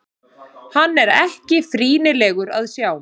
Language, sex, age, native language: Icelandic, male, 30-39, Icelandic